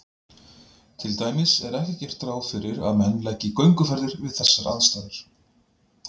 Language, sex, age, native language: Icelandic, male, 40-49, Icelandic